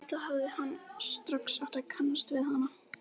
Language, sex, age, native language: Icelandic, female, 11, Icelandic